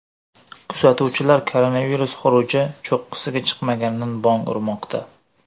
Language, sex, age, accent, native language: Uzbek, male, 18-24, Surxondaryo, Uzbek